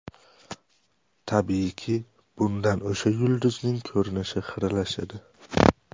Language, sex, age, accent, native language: Uzbek, male, 18-24, Samarqand, Uzbek